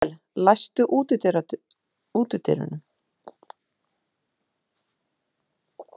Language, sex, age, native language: Icelandic, female, 50-59, Icelandic